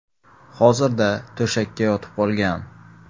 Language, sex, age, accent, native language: Uzbek, male, 18-24, Xorazm, Uzbek